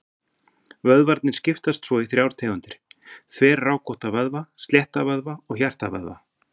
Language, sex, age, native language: Icelandic, male, 40-49, Icelandic